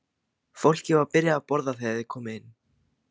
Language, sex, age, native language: Icelandic, male, 15, Icelandic